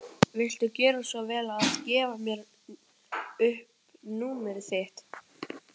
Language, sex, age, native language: Icelandic, male, 12, Icelandic